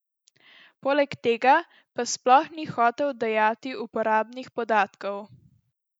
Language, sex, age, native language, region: Slovenian, female, 12-17, Slovenian, Central Slovenia